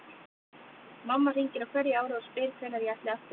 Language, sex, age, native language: Icelandic, female, 30-39, Icelandic